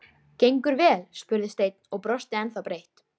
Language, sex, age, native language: Icelandic, female, 13, Icelandic